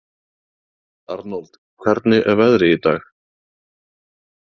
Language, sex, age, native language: Icelandic, male, 30-39, Icelandic